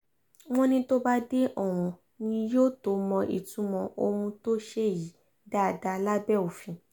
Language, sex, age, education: Yoruba, female, 15-29, tertiary